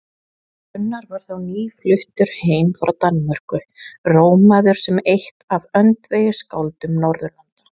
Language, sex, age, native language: Icelandic, female, 20-29, Icelandic